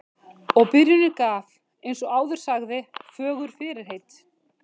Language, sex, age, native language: Icelandic, female, 50-59, Icelandic